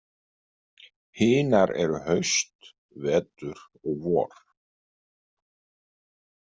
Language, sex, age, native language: Icelandic, male, 50-59, Icelandic